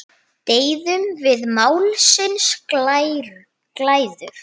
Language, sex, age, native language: Icelandic, female, 9, Icelandic